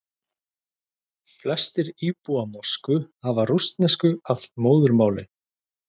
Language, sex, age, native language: Icelandic, male, 30-39, Icelandic